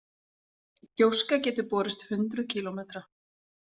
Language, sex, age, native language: Icelandic, female, 40-49, Icelandic